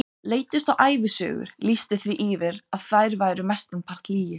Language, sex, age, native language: Icelandic, female, 30-39, Icelandic